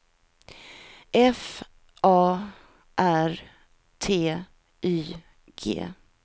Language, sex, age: Swedish, female, 43